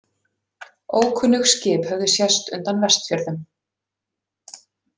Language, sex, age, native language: Icelandic, female, 40-49, Icelandic